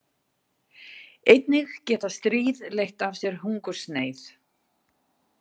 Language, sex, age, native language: Icelandic, female, 60-69, Icelandic